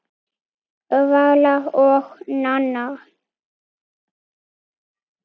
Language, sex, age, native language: Icelandic, female, 9, Icelandic